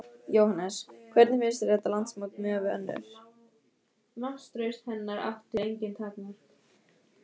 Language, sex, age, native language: Icelandic, female, 15, Icelandic